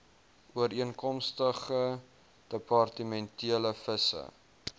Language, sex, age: Afrikaans, male, 21